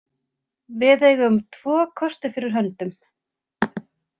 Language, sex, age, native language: Icelandic, female, 30-39, Icelandic